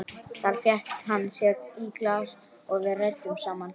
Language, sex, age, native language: Icelandic, male, 12, Icelandic